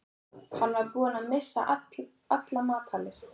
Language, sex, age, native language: Icelandic, female, 13, Icelandic